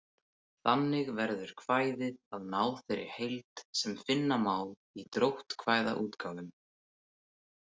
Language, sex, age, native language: Icelandic, male, 18-19, Icelandic